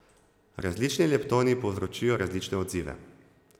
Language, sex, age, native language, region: Slovenian, male, 30-49, Slovenian, Zasavska region